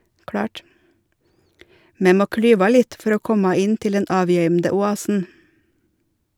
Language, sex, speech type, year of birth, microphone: Norwegian, female, read, 1970, Shure